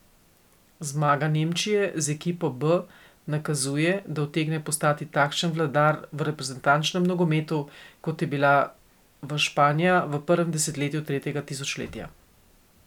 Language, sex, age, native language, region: Slovenian, female, 50-59, Slovenian, Coastal Karst region